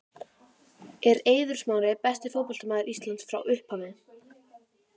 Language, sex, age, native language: Icelandic, female, 12, Icelandic